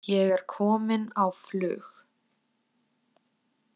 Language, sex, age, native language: Icelandic, female, 20-29, Icelandic